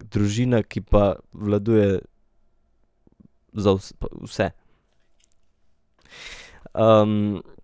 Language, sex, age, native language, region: Slovenian, male, 18-29, Slovenian, Central Slovenia